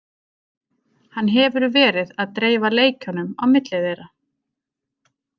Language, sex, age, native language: Icelandic, female, 30-39, Icelandic